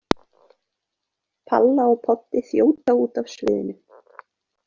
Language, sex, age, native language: Icelandic, female, 20-29, Icelandic